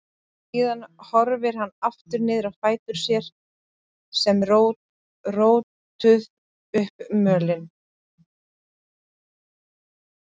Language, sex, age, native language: Icelandic, female, 30-39, Icelandic